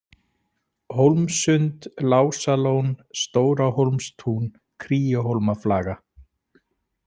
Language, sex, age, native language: Icelandic, male, 40-49, Icelandic